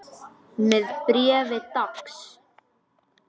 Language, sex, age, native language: Icelandic, male, 10, Icelandic